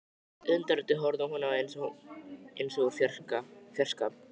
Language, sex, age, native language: Icelandic, male, 12, Icelandic